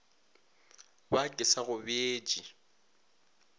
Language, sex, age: Northern Sotho, male, 20